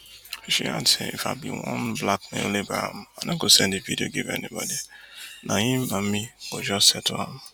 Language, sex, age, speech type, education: Nigerian Pidgin, male, 30-45, spontaneous, tertiary